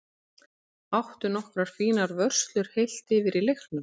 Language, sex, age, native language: Icelandic, female, 30-39, Icelandic